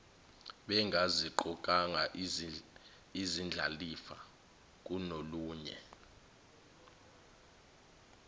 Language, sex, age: Zulu, male, 21